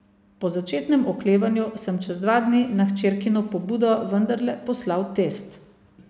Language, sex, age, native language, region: Slovenian, female, 50-59, Slovenian, Savinja region